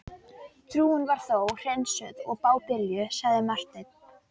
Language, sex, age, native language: Icelandic, female, 12, Icelandic